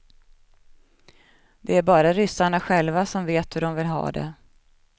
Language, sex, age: Swedish, female, 37